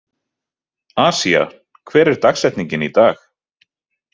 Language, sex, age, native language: Icelandic, male, 30-39, Icelandic